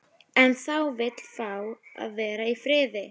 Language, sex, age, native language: Icelandic, female, 11, Icelandic